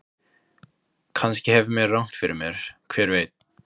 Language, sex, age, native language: Icelandic, male, 15, Icelandic